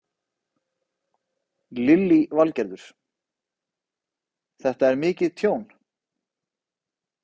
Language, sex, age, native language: Icelandic, male, 30-39, Icelandic